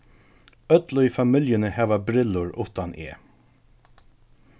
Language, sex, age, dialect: Faroese, male, 36-60, Suðurstreymoy